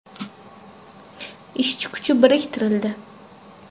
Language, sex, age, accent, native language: Uzbek, female, 19-29, Toshkent shahri, Uzbek